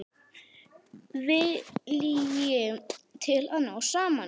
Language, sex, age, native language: Icelandic, male, 10, Icelandic